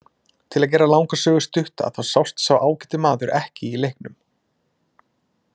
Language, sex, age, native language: Icelandic, male, 20-29, Icelandic